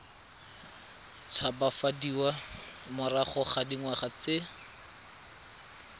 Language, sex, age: Tswana, male, 22